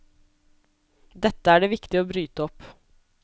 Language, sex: Norwegian, female